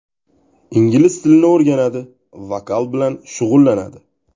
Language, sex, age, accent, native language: Uzbek, male, 18-24, Toshkent viloyati, Uzbek